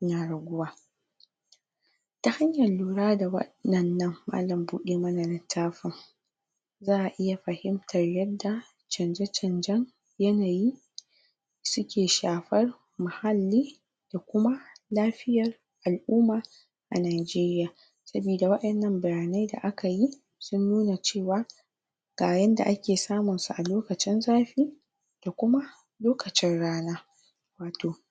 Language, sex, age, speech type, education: Hausa, female, 46-60, spontaneous, primary